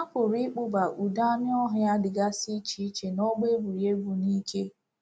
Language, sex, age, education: Igbo, female, 15-29, tertiary